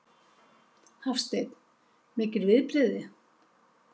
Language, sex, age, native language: Icelandic, female, 70-79, Icelandic